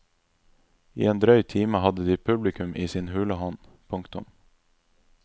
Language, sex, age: Norwegian, male, 26